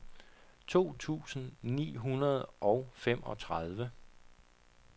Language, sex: Danish, male